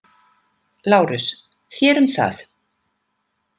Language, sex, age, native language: Icelandic, female, 50-59, Icelandic